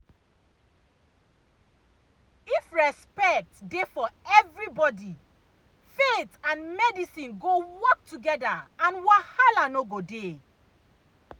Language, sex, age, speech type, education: Nigerian Pidgin, female, 30-45, spontaneous, tertiary